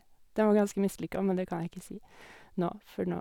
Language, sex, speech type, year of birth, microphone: Norwegian, female, spontaneous, 1986, Sennheiser